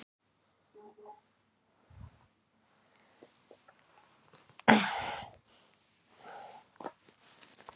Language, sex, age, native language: Icelandic, female, 50-59, Icelandic